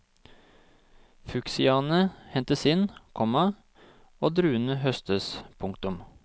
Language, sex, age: Norwegian, male, 26